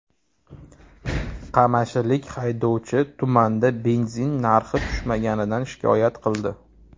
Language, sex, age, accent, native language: Uzbek, male, 30-39, Toshkent shahri, Uzbek